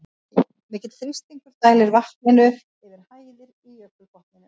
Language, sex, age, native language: Icelandic, female, 50-59, Icelandic